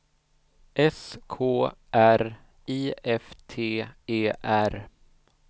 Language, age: Swedish, 38